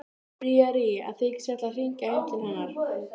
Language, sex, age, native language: Icelandic, female, 13, Icelandic